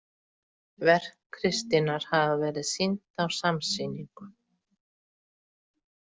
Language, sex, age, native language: Icelandic, female, 40-49, Icelandic